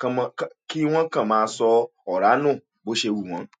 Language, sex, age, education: Yoruba, male, 46-60, tertiary